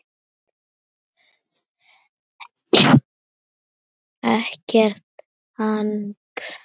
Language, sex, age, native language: Icelandic, female, 7, Icelandic